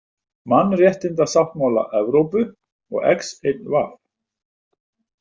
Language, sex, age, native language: Icelandic, male, 50-59, Icelandic